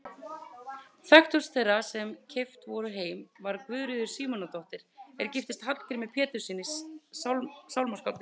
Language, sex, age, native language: Icelandic, female, 30-39, Icelandic